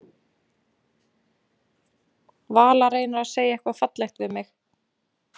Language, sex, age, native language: Icelandic, female, 20-29, Icelandic